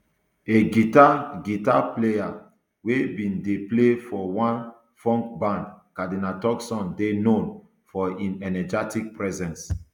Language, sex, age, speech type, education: Nigerian Pidgin, male, 30-45, spontaneous, tertiary